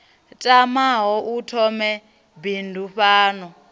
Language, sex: Venda, female